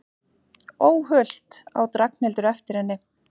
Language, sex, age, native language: Icelandic, female, 40-49, Icelandic